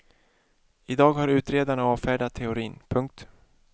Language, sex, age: Swedish, male, 31